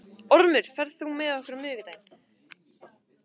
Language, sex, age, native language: Icelandic, female, 15, Icelandic